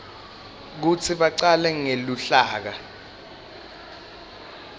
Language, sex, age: Swati, male, 19